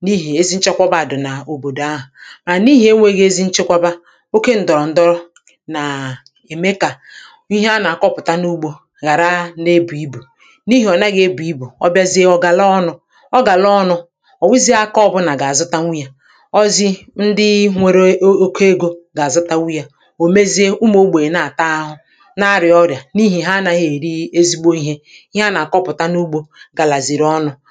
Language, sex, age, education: Igbo, female, 30-45, tertiary